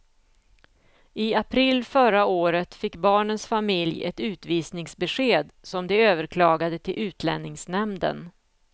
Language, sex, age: Swedish, female, 49